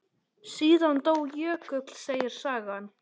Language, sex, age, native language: Icelandic, male, 10, Icelandic